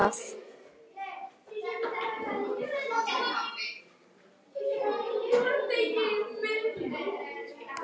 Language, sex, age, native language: Icelandic, female, 9, Icelandic